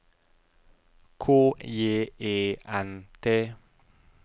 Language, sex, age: Norwegian, male, 32